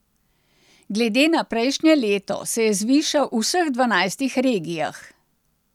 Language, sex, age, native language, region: Slovenian, female, 60+, Slovenian, Central Slovenia